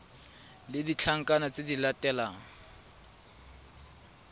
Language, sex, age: Tswana, male, 22